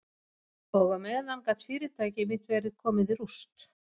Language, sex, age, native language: Icelandic, female, 50-59, Swedish